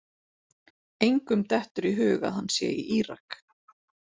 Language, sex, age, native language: Icelandic, female, 40-49, Icelandic